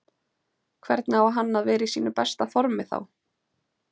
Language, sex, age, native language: Icelandic, female, 30-39, Icelandic